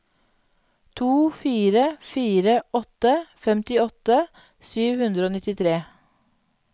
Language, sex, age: Norwegian, female, 31